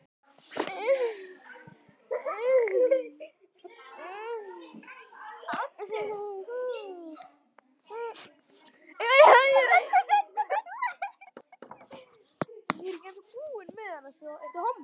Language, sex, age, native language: Icelandic, male, 10, Icelandic